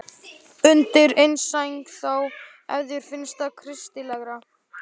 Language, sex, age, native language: Icelandic, male, 12, Icelandic